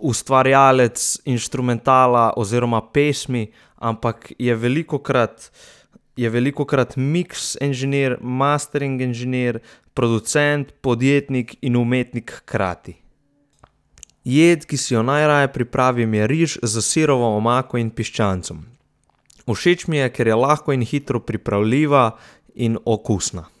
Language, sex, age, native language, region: Slovenian, male, 18-29, Slovenian, Southeast Slovenia